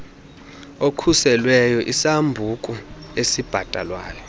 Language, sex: Xhosa, male